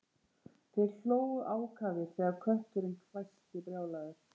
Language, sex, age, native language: Icelandic, female, 40-49, Icelandic